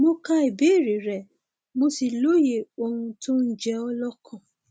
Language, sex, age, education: Yoruba, female, 30-45, tertiary